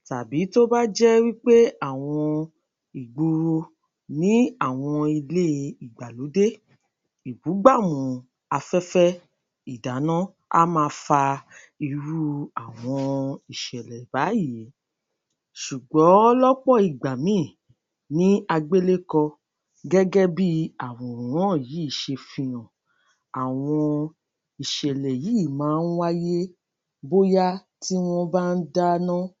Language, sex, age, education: Yoruba, female, 30-45, tertiary